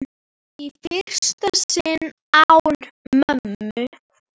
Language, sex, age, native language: Icelandic, female, 9, Icelandic